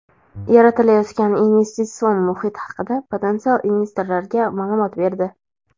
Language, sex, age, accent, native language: Uzbek, female, 18-24, Toshkent shahri, Uzbek